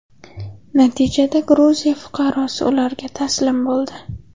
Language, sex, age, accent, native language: Uzbek, female, 18-24, Samarqand, Uzbek